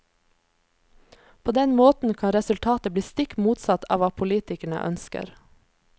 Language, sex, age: Norwegian, female, 26